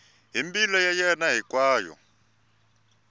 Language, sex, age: Tsonga, male, 24